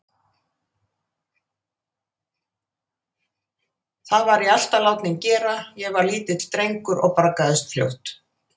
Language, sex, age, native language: Icelandic, female, 80-89, Icelandic